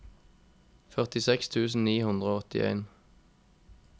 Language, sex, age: Norwegian, male, 21